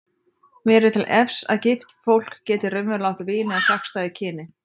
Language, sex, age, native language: Icelandic, female, 30-39, Icelandic